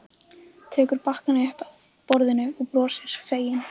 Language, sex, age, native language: Icelandic, female, 15, Icelandic